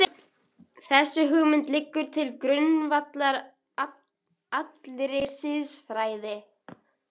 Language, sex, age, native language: Icelandic, female, 11, Icelandic